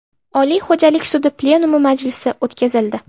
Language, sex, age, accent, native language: Uzbek, female, 12-17, Namangan, Uzbek